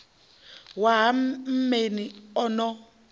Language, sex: Venda, female